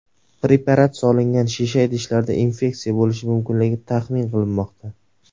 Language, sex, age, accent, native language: Uzbek, male, 19-29, Surxondaryo, Uzbek